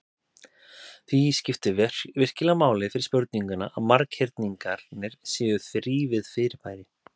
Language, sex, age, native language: Icelandic, male, 30-39, Icelandic